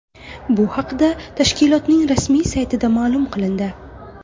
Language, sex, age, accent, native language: Uzbek, female, 18-24, Buxoro, Uzbek